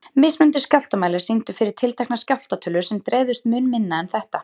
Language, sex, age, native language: Icelandic, female, 30-39, Icelandic